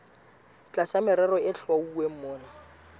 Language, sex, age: Southern Sotho, male, 25